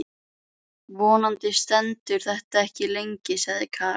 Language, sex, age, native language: Icelandic, female, 11, Icelandic